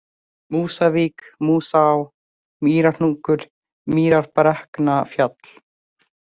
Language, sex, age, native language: Icelandic, female, 18-19, Icelandic